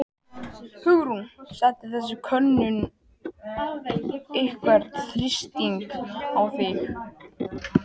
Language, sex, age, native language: Icelandic, male, 12, Icelandic